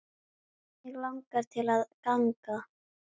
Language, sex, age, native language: Icelandic, female, 10, Icelandic